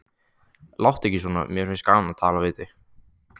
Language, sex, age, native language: Icelandic, male, 15, Icelandic